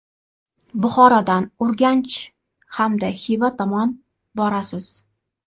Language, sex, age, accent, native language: Uzbek, female, 35+, Toshkent shahri, Uzbek